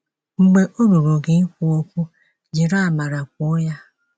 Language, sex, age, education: Igbo, female, 30-45, secondary